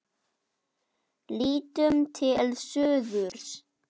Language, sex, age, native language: Icelandic, male, 9, Icelandic